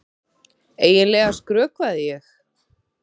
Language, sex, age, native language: Icelandic, female, 30-39, Icelandic